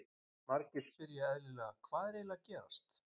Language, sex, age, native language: Icelandic, male, 50-59, Icelandic